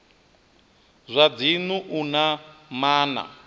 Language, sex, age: Venda, male, 23